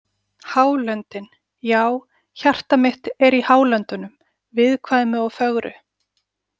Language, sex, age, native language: Icelandic, female, 40-49, Icelandic